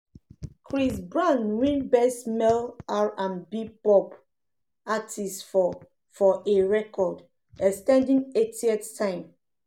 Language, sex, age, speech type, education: Nigerian Pidgin, female, 30-45, spontaneous, tertiary